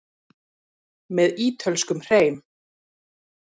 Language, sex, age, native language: Icelandic, female, 30-39, Icelandic